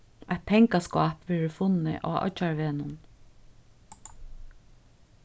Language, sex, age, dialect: Faroese, female, 36-60, Suðurstreymoy